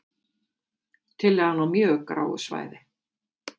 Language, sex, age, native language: Icelandic, female, 50-59, Icelandic